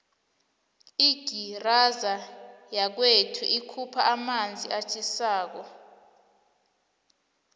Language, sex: South Ndebele, female